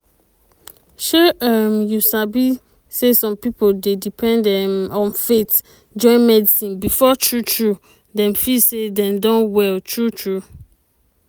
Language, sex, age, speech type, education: Nigerian Pidgin, female, 30-45, spontaneous, tertiary